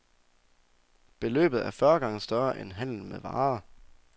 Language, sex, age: Danish, male, 24